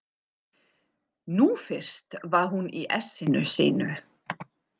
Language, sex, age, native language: Icelandic, female, 40-49, German